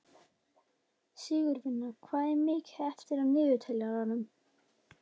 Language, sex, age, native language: Icelandic, female, 12, Icelandic